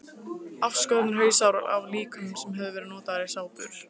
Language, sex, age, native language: Icelandic, female, 15, Icelandic